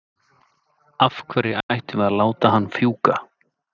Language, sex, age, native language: Icelandic, male, 30-39, Icelandic